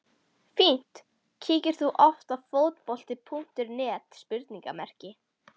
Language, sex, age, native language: Icelandic, female, 11, Icelandic